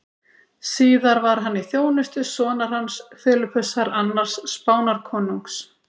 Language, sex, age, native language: Icelandic, female, 30-39, Icelandic